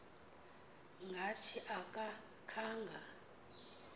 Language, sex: Xhosa, female